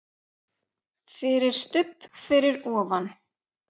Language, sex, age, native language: Icelandic, female, 8, Icelandic